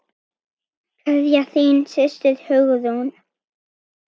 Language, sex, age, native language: Icelandic, female, 9, Icelandic